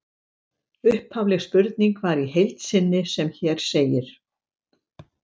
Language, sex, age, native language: Icelandic, female, 70-79, Icelandic